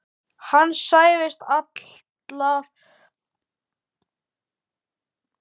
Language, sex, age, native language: Icelandic, male, 12, Icelandic